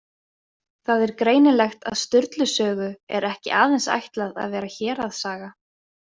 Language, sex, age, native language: Icelandic, female, 20-29, Icelandic